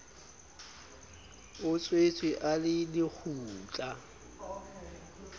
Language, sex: Southern Sotho, male